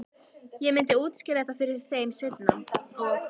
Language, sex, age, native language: Icelandic, female, 14, Icelandic